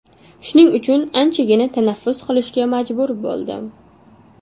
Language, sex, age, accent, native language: Uzbek, female, 19-29, Toshkent shahri, Uzbek